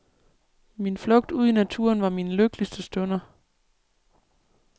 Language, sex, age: Danish, female, 37